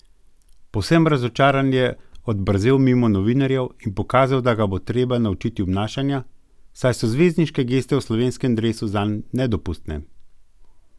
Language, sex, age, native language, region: Slovenian, male, 50-59, Slovenian, Gorenjska region